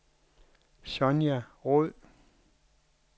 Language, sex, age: Danish, male, 61